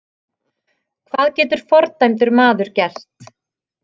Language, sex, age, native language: Icelandic, female, 30-39, Icelandic